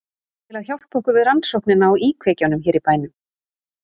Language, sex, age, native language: Icelandic, female, 30-39, Icelandic